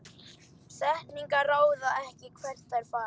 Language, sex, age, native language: Icelandic, male, 11, Icelandic